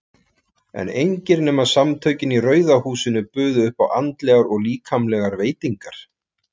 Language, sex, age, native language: Icelandic, male, 40-49, Icelandic